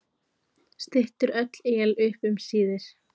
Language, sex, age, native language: Icelandic, female, 15, Icelandic